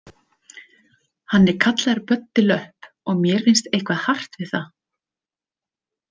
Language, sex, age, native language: Icelandic, female, 30-39, Icelandic